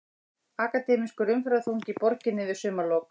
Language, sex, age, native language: Icelandic, female, 60-69, Icelandic